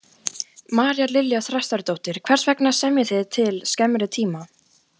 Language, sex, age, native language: Icelandic, female, 14, Icelandic